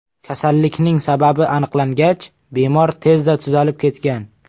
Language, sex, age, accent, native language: Uzbek, male, 25-34, Samarqand, Uzbek